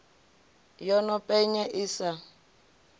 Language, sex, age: Venda, female, 25